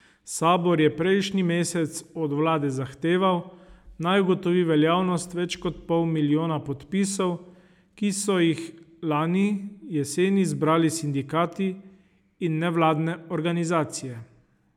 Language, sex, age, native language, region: Slovenian, male, 30-49, Slovenian, Savinja region